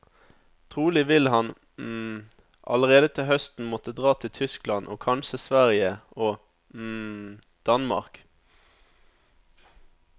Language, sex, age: Norwegian, male, 27